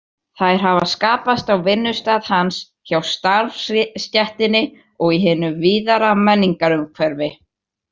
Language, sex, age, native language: Icelandic, male, 18-19, Icelandic